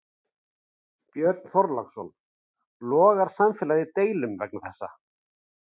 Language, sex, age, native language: Icelandic, male, 40-49, Icelandic